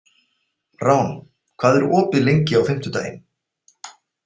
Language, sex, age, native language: Icelandic, male, 40-49, Icelandic